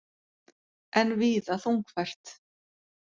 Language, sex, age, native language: Icelandic, female, 40-49, Icelandic